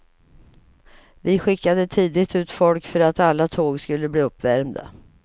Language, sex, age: Swedish, female, 55